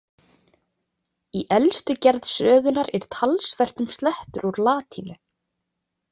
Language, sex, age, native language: Icelandic, female, 20-29, Icelandic